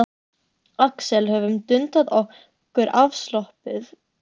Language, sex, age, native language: Icelandic, female, 13, Icelandic